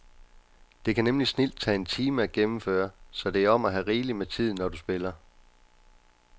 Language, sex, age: Danish, male, 29